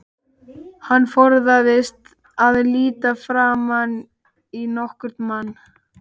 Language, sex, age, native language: Icelandic, male, 12, Icelandic